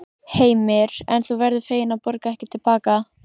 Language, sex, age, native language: Icelandic, female, 14, Icelandic